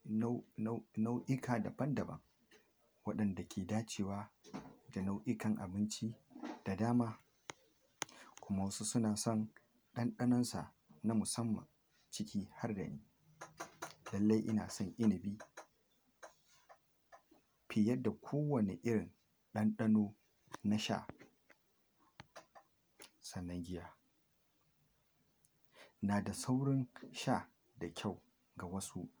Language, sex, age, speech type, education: Hausa, male, 46-60, spontaneous, tertiary